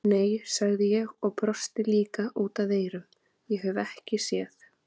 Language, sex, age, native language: Icelandic, female, 30-39, Icelandic